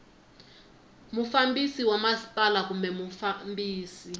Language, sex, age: Tsonga, female, 19